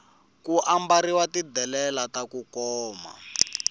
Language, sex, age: Tsonga, male, 18